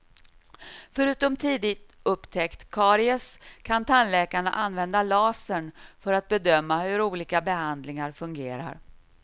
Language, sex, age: Swedish, female, 53